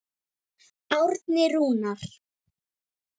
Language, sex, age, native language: Icelandic, female, 7, Icelandic